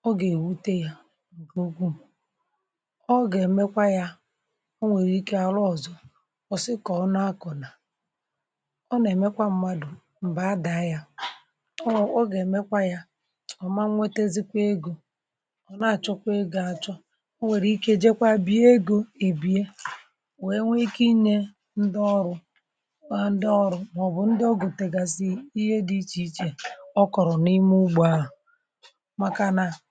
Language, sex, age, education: Igbo, male, 30-45, tertiary